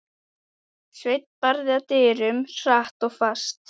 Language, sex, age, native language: Icelandic, female, 11, Icelandic